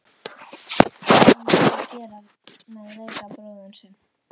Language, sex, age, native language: Icelandic, female, 11, Icelandic